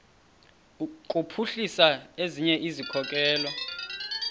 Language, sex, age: Xhosa, male, 31